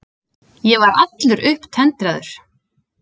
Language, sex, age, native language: Icelandic, female, 30-39, Icelandic